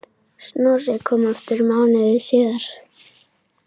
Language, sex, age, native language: Icelandic, female, 10, Icelandic